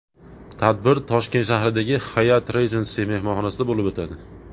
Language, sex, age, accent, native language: Uzbek, male, 19-29, Andijon, Uzbek